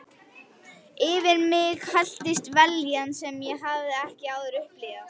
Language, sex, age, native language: Icelandic, female, 11, Icelandic